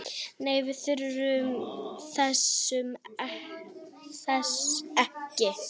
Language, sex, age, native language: Icelandic, female, 8, Icelandic